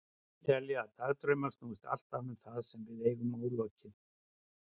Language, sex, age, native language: Icelandic, male, 60-69, Icelandic